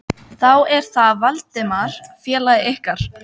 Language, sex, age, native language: Icelandic, female, 12, Icelandic